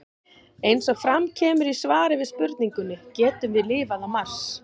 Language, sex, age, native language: Icelandic, female, 40-49, Icelandic